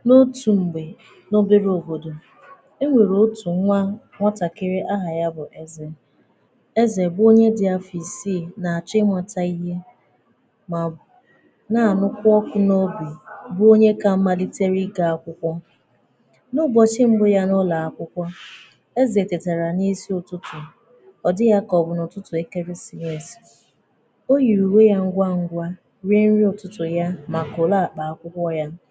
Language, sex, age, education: Igbo, female, 15-29, tertiary